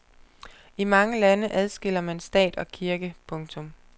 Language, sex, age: Danish, female, 25